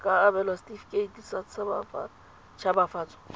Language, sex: Tswana, female